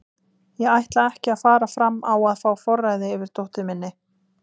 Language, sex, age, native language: Icelandic, female, 20-29, Icelandic